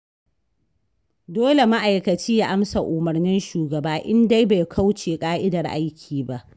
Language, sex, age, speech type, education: Hausa, female, 15-29, read, tertiary